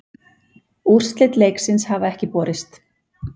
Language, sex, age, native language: Icelandic, female, 40-49, Icelandic